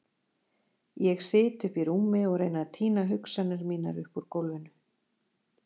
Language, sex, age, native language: Icelandic, female, 40-49, Icelandic